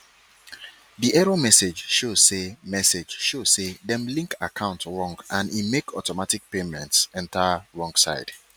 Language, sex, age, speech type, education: Nigerian Pidgin, male, 30-45, spontaneous, tertiary